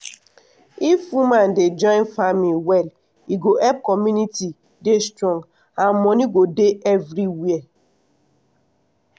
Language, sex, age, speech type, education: Nigerian Pidgin, female, 15-29, spontaneous, tertiary